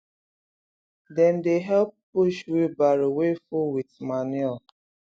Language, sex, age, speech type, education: Nigerian Pidgin, female, 30-45, spontaneous, tertiary